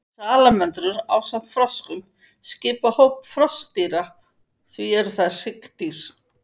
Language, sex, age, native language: Icelandic, female, 50-59, Icelandic